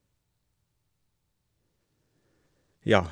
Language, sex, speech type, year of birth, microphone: Norwegian, male, spontaneous, 1979, Shure